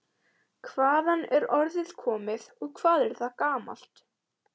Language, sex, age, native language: Icelandic, female, 18-19, Icelandic